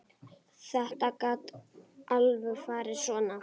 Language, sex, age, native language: Icelandic, female, 8, Icelandic